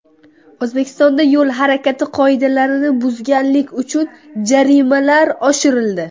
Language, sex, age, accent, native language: Uzbek, female, under 19, Buxoro, Uzbek